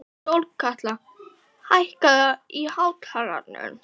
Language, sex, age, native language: Icelandic, female, 12, Icelandic